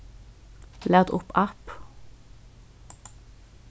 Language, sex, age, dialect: Faroese, female, 15-35, Suðurstreymoy